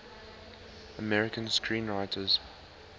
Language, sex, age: English, male, 19